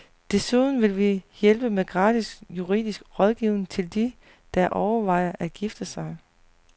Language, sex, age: Danish, female, 40